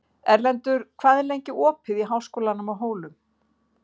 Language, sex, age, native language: Icelandic, female, 50-59, Icelandic